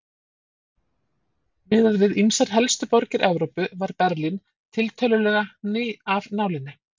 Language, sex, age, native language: Icelandic, female, 40-49, Icelandic